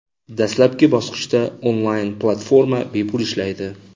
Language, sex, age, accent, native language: Uzbek, male, 25-34, Andijon, Uzbek